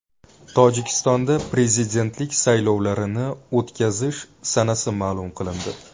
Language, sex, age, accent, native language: Uzbek, male, 19-29, Buxoro, Uzbek